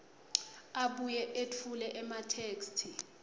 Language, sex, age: Swati, female, 22